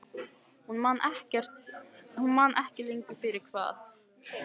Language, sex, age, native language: Icelandic, female, 15, Icelandic